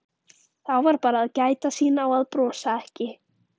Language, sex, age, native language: Icelandic, female, 13, Icelandic